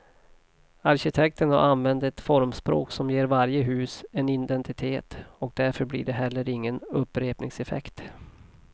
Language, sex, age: Swedish, male, 40